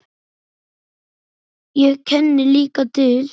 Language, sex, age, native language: Icelandic, male, 9, Icelandic